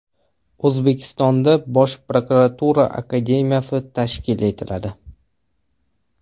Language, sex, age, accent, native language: Uzbek, male, 25-34, Toshkent viloyati, Uzbek